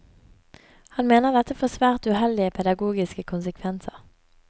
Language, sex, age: Norwegian, female, 24